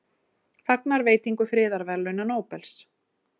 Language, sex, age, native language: Icelandic, female, 40-49, Icelandic